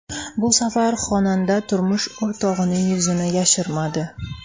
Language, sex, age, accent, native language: Uzbek, female, 19-29, Toshkent shahri, Uzbek